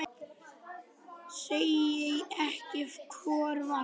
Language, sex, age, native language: Icelandic, other, 10, Icelandic